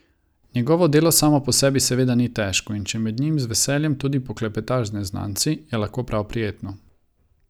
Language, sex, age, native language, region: Slovenian, male, 30-49, Croatian, Savinja region